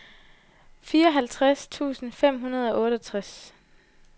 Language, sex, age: Danish, female, 20